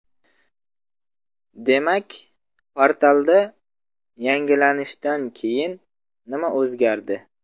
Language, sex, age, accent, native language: Uzbek, male, 25-34, Samarqand, Uzbek